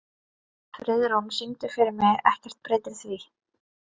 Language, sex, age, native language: Icelandic, female, 30-39, Icelandic